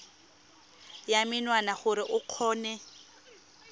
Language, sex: Tswana, female